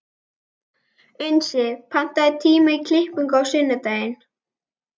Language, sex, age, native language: Icelandic, female, 11, Icelandic